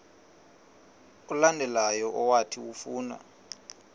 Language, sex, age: Xhosa, male, 38